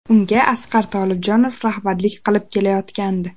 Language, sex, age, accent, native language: Uzbek, female, under 19, Andijon, Uzbek